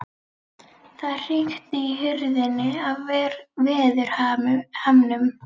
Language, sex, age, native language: Icelandic, female, 11, Icelandic